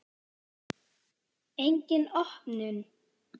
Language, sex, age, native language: Icelandic, female, 10, Icelandic